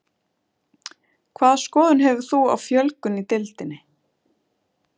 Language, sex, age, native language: Icelandic, female, 30-39, Icelandic